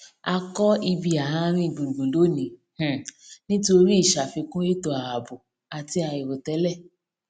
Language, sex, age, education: Yoruba, female, 15-29, tertiary